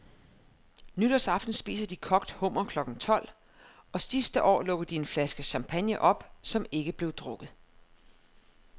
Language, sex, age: Danish, female, 31